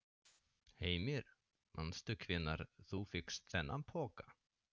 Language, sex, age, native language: Icelandic, male, 30-39, Swedish